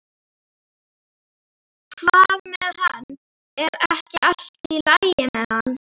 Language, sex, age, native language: Icelandic, female, 11, Icelandic